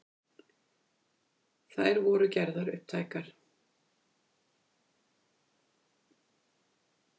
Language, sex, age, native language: Icelandic, female, 50-59, Icelandic